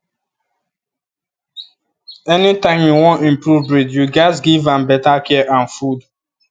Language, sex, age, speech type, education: Nigerian Pidgin, male, 15-29, spontaneous, tertiary